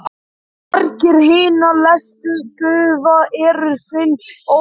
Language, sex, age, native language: Icelandic, male, 11, Icelandic